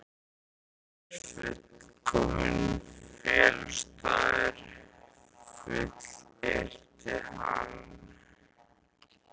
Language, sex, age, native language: Icelandic, male, 13, Icelandic